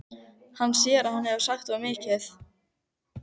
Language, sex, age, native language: Icelandic, female, 15, Icelandic